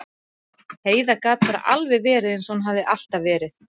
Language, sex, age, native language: Icelandic, female, 40-49, Icelandic